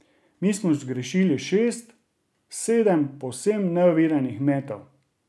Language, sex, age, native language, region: Slovenian, male, 30-49, Slovenian, Drava region